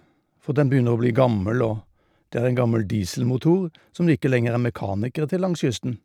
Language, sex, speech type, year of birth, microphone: Norwegian, male, spontaneous, 1952, Shure